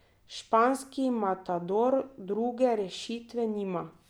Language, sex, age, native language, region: Slovenian, female, 30-49, Slovenian, Drava region